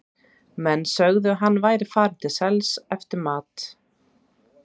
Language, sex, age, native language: Icelandic, female, 30-39, Icelandic